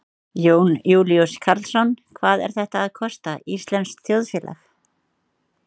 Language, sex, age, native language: Icelandic, female, 30-39, Icelandic